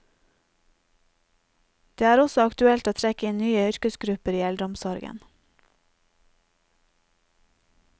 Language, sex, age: Norwegian, female, 30